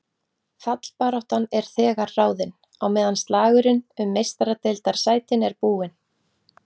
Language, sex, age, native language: Icelandic, female, 40-49, Icelandic